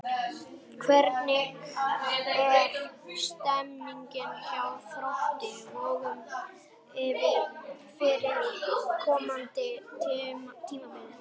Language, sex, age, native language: Icelandic, male, 11, Icelandic